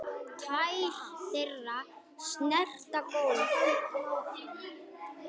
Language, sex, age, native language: Icelandic, male, 9, Icelandic